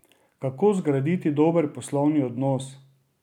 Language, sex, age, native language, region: Slovenian, male, 30-49, Slovenian, Drava region